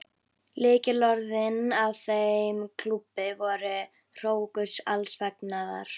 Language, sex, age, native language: Icelandic, female, 11, Icelandic